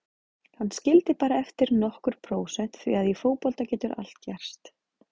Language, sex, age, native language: Icelandic, female, 40-49, Icelandic